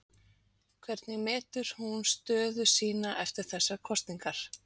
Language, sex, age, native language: Icelandic, female, 40-49, Icelandic